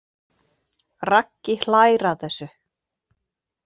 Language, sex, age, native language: Icelandic, female, 40-49, Icelandic